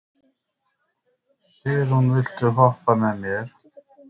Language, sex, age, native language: Icelandic, male, 50-59, Icelandic